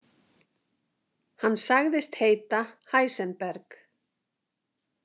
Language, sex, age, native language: Icelandic, female, 50-59, Icelandic